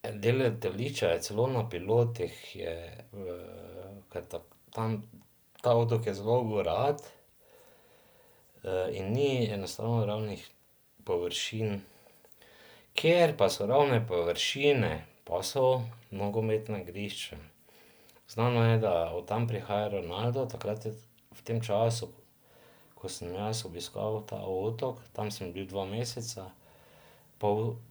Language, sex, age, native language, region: Slovenian, male, 50-59, Slovenian, Drava region